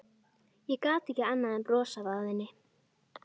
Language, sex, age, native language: Icelandic, female, 12, Icelandic